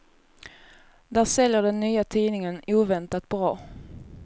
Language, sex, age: Swedish, female, 24